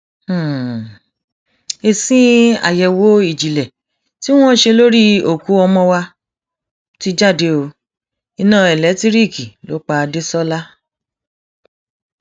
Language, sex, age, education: Yoruba, female, 30-45, tertiary